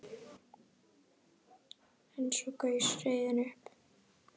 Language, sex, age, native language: Icelandic, female, 10, Icelandic